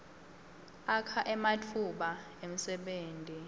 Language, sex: Swati, female